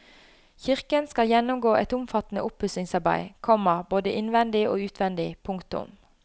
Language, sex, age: Norwegian, female, 29